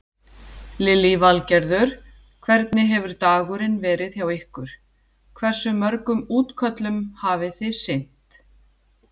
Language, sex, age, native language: Icelandic, female, 40-49, Icelandic